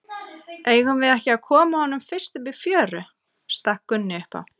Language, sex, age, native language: Icelandic, female, 30-39, Icelandic